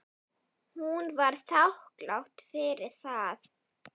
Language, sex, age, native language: Icelandic, female, 9, Icelandic